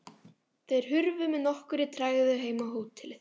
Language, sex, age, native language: Icelandic, female, 12, Icelandic